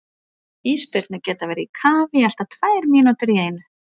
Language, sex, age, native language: Icelandic, female, 40-49, Icelandic